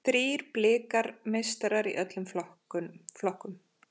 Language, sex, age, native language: Icelandic, female, 40-49, Icelandic